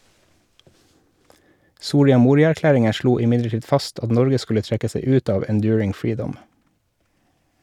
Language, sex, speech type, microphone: Norwegian, male, read, Shure